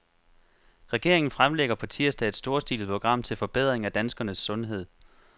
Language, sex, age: Danish, male, 25